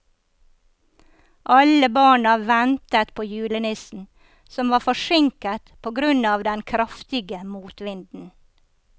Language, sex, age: Norwegian, female, 54